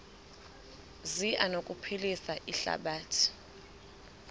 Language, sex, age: Xhosa, female, 23